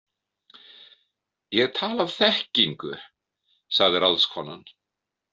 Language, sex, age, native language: Icelandic, male, 50-59, Icelandic